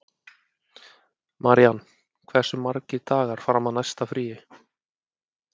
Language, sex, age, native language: Icelandic, male, 30-39, Icelandic